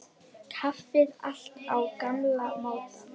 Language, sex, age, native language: Icelandic, female, 10, Icelandic